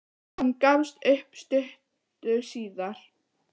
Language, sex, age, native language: Icelandic, female, 9, Icelandic